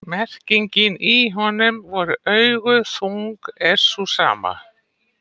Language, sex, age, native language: Icelandic, female, 60-69, Icelandic